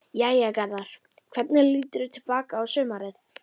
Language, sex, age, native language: Icelandic, female, 11, Icelandic